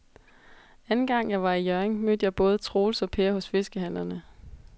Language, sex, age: Danish, female, 22